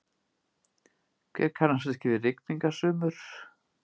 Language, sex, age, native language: Icelandic, female, 50-59, Icelandic